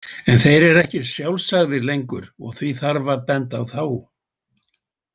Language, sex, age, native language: Icelandic, male, 80-89, Icelandic